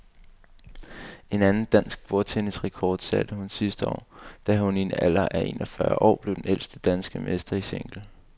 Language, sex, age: Danish, male, 22